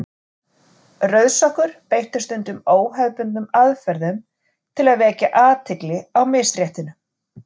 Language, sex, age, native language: Icelandic, female, 40-49, Icelandic